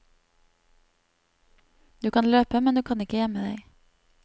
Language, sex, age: Norwegian, female, 27